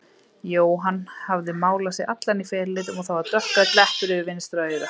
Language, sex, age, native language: Icelandic, female, 30-39, Icelandic